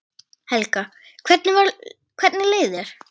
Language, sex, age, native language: Icelandic, female, 10, Icelandic